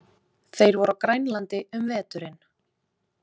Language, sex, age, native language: Icelandic, female, 20-29, Icelandic